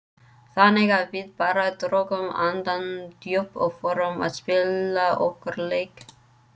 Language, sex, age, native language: Icelandic, female, 30-39, Icelandic